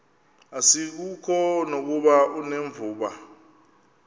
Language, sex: Xhosa, male